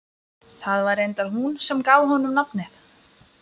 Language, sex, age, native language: Icelandic, female, 20-29, Lithuanian